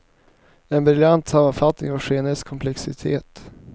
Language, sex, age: Swedish, male, 19